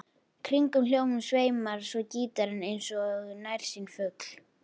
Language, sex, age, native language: Icelandic, female, 11, Icelandic